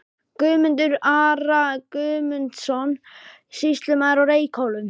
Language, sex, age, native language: Icelandic, male, 11, Icelandic